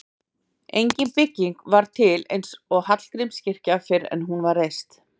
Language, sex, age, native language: Icelandic, female, 40-49, Icelandic